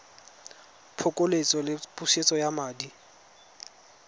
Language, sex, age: Tswana, male, 20